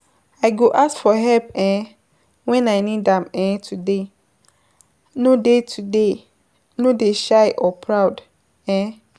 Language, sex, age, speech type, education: Nigerian Pidgin, female, 15-29, spontaneous, tertiary